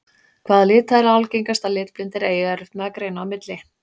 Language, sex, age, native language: Icelandic, female, 30-39, Icelandic